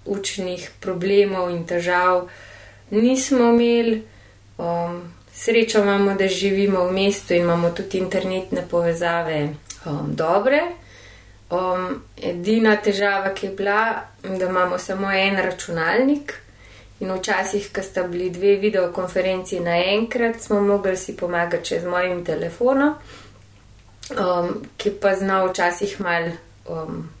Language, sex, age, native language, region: Slovenian, female, 30-49, Slovenian, Gorenjska region